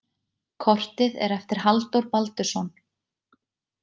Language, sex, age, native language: Icelandic, female, 20-29, Icelandic